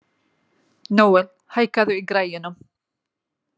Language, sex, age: Icelandic, female, 50-59